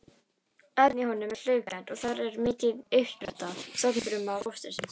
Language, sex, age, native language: Icelandic, female, 18-19, Icelandic